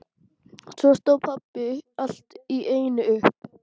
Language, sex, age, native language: Icelandic, female, 12, Icelandic